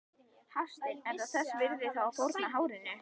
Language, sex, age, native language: Icelandic, female, 11, Icelandic